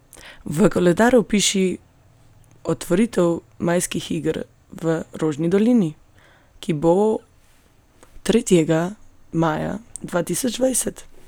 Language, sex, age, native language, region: Slovenian, female, 18-29, Slovenian, Gorenjska region